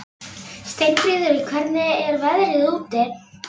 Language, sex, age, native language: Icelandic, female, 11, Icelandic